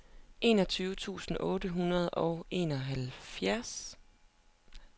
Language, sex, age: Danish, female, 27